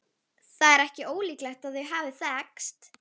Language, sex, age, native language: Icelandic, female, 11, Icelandic